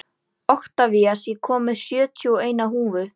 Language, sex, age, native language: Icelandic, female, 11, Icelandic